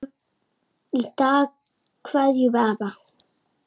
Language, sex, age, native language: Icelandic, male, 6, Icelandic